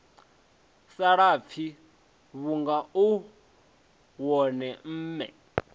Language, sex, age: Venda, male, 20